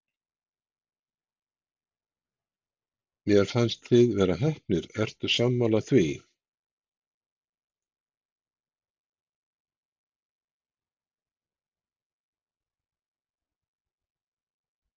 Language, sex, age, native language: Icelandic, male, 60-69, Icelandic